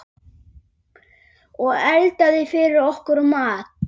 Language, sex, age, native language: Icelandic, male, 8, Icelandic